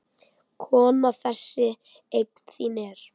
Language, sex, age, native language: Icelandic, male, 10, Icelandic